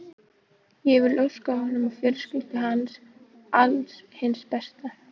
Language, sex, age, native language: Icelandic, female, 18-19, Icelandic